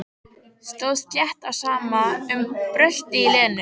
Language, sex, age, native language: Icelandic, female, 13, Icelandic